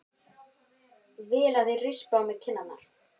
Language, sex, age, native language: Icelandic, male, 12, Icelandic